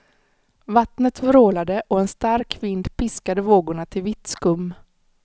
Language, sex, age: Swedish, female, 35